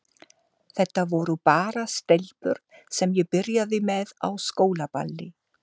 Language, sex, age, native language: Icelandic, female, 50-59, German